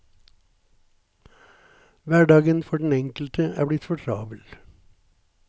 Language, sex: Norwegian, male